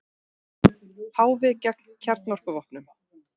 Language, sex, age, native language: Icelandic, female, 40-49, Icelandic